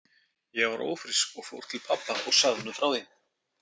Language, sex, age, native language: Icelandic, male, 50-59, Icelandic